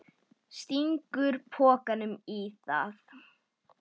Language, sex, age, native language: Icelandic, female, 10, Icelandic